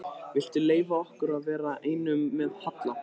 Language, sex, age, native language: Icelandic, male, 13, Icelandic